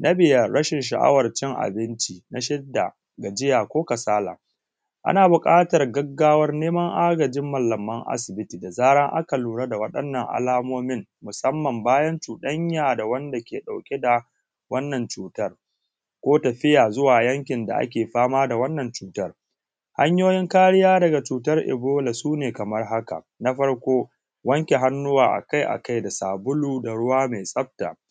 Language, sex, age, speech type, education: Hausa, male, 15-29, spontaneous, tertiary